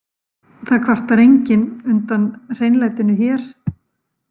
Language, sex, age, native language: Icelandic, female, 50-59, Icelandic